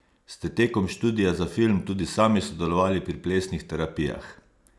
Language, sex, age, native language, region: Slovenian, male, 50-59, Slovenian, Savinja region